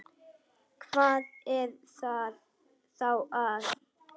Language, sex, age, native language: Icelandic, female, 9, Icelandic